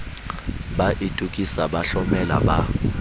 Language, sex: Southern Sotho, male